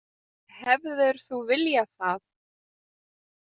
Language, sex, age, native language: Icelandic, female, 30-39, Lithuanian